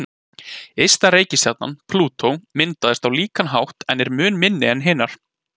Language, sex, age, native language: Icelandic, male, 20-29, Icelandic